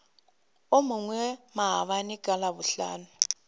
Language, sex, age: Northern Sotho, female, 25